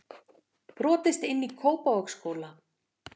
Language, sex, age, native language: Icelandic, female, 50-59, Icelandic